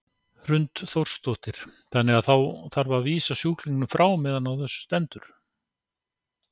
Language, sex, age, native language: Icelandic, male, 60-69, Icelandic